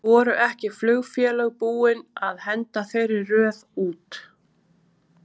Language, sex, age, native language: Icelandic, female, 40-49, Icelandic